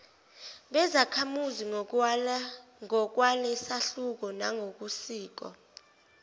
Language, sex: Zulu, female